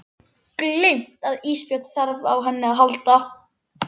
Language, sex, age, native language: Icelandic, female, 11, Icelandic